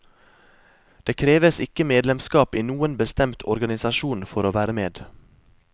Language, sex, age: Norwegian, male, 23